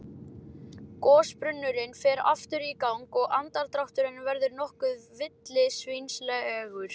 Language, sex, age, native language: Icelandic, male, 11, Icelandic